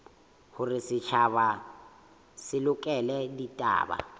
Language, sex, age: Southern Sotho, male, 18